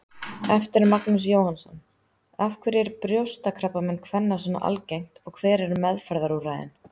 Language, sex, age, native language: Icelandic, female, 30-39, Icelandic